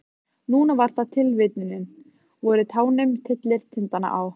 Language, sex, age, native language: Icelandic, female, 15, Icelandic